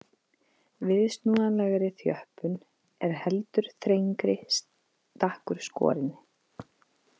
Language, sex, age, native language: Icelandic, female, 50-59, Icelandic